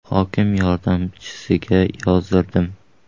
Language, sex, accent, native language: Uzbek, male, Qoraqalpog'iston, Uzbek